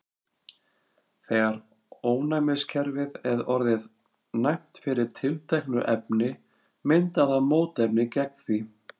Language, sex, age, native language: Icelandic, male, 40-49, Icelandic